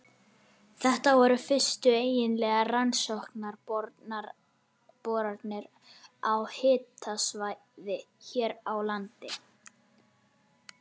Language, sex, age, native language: Icelandic, male, 11, Icelandic